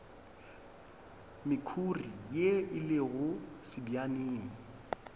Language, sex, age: Northern Sotho, male, 22